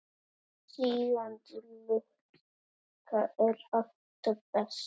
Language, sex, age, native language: Icelandic, male, 9, Icelandic